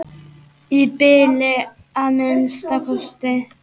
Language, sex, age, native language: Icelandic, male, 8, Icelandic